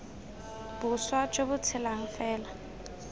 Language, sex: Tswana, female